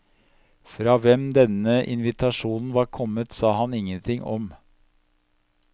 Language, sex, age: Norwegian, male, 57